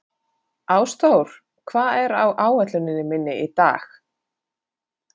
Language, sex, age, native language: Icelandic, female, 40-49, Finnish